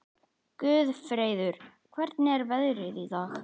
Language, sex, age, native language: Icelandic, male, 11, Icelandic